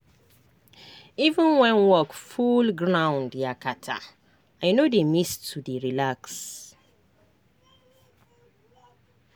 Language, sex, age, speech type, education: Nigerian Pidgin, female, 30-45, spontaneous, tertiary